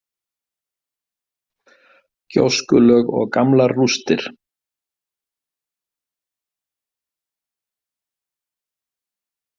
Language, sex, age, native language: Icelandic, male, 50-59, Icelandic